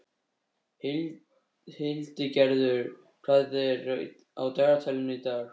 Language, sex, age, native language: Icelandic, male, 13, Icelandic